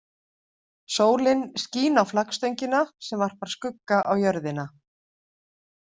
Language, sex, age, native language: Icelandic, female, 50-59, Icelandic